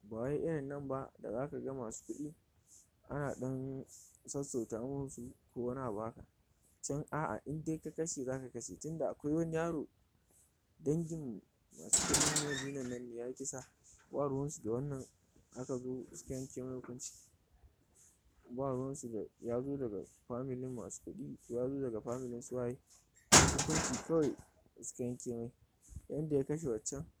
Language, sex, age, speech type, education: Hausa, male, 46-60, spontaneous, tertiary